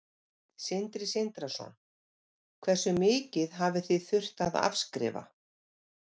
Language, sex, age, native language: Icelandic, female, 50-59, Icelandic